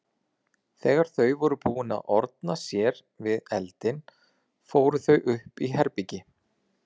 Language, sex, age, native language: Icelandic, male, 40-49, Icelandic